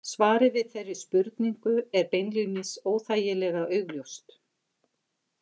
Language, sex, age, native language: Icelandic, female, 50-59, Icelandic